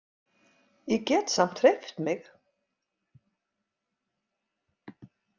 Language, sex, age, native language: Icelandic, female, 50-59, Icelandic